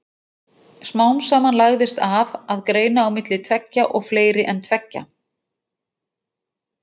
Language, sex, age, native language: Icelandic, female, 40-49, Icelandic